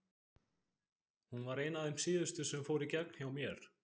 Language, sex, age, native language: Icelandic, male, 20-29, Icelandic